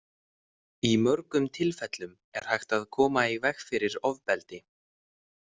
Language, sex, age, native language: Icelandic, male, 18-19, Icelandic